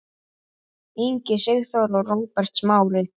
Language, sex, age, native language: Icelandic, male, 8, Icelandic